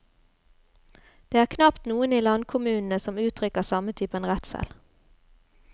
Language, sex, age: Norwegian, female, 33